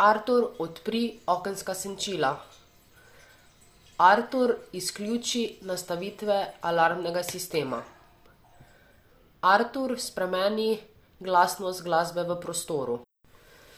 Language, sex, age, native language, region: Slovenian, female, 18-29, Slovenian, Savinja region